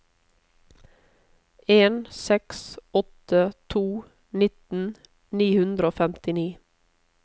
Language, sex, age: Norwegian, female, 31